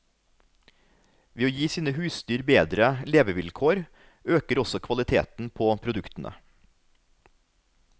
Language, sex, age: Norwegian, male, 33